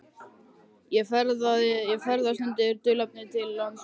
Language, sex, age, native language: Icelandic, male, 13, Icelandic